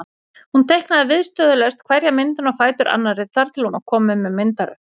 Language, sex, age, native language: Icelandic, female, 40-49, Icelandic